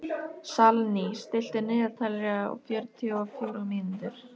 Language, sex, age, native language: Icelandic, female, 13, Icelandic